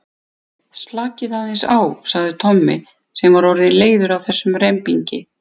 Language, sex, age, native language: Icelandic, female, 50-59, Icelandic